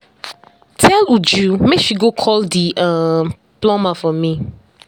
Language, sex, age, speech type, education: Nigerian Pidgin, female, 60+, spontaneous, tertiary